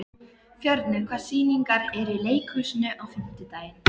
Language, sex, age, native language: Icelandic, male, 13, Icelandic